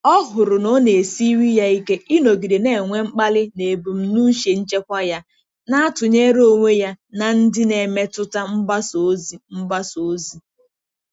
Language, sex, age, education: Igbo, female, 15-29, tertiary